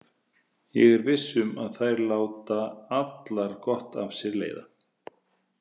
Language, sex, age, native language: Icelandic, male, 30-39, Icelandic